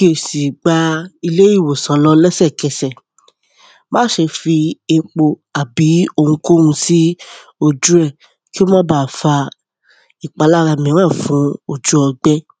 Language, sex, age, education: Yoruba, female, 30-45, tertiary